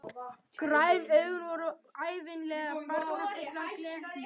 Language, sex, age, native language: Icelandic, male, 11, Icelandic